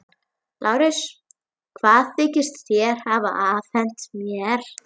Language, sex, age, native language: Icelandic, female, 11, Icelandic